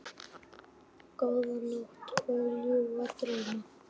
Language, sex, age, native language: Icelandic, male, 8, Icelandic